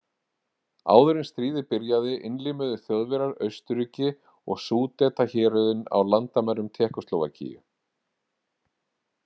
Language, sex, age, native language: Icelandic, male, 40-49, Icelandic